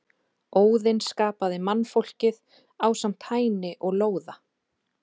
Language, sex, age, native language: Icelandic, female, 30-39, Icelandic